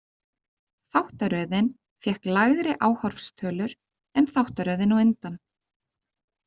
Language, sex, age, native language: Icelandic, female, 30-39, Icelandic